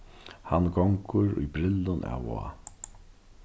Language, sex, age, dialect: Faroese, male, 36-60, Norðurstreymoy/Eysturoy